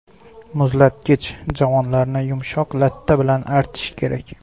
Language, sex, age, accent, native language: Uzbek, male, 18-24, Xorazm, Uzbek